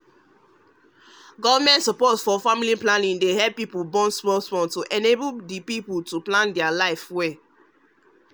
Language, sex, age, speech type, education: Nigerian Pidgin, male, 30-45, spontaneous, tertiary